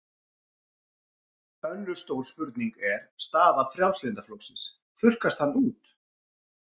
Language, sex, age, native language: Icelandic, male, 40-49, Icelandic